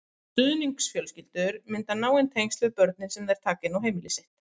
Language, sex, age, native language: Icelandic, female, 30-39, Icelandic